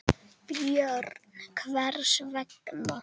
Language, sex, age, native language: Icelandic, male, 10, Icelandic